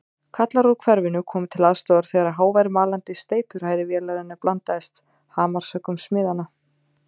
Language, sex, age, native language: Icelandic, female, 30-39, Icelandic